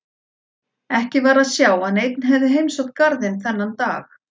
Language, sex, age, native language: Icelandic, female, 40-49, Icelandic